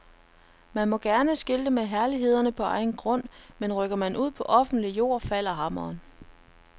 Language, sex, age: Danish, female, 33